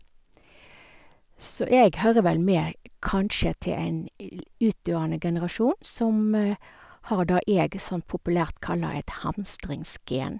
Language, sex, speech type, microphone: Norwegian, female, spontaneous, Sennheiser